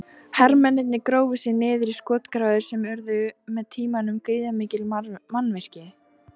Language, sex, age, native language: Icelandic, female, 18-19, Icelandic